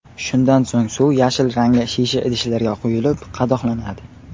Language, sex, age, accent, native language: Uzbek, male, 18-24, Qashqadaryo, Uzbek